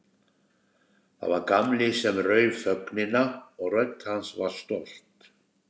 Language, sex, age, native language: Icelandic, male, 60-69, Icelandic